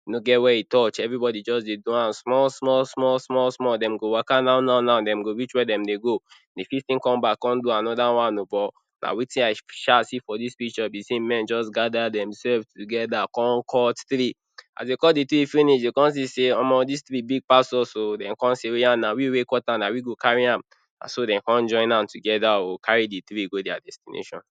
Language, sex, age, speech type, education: Nigerian Pidgin, male, 30-45, spontaneous, tertiary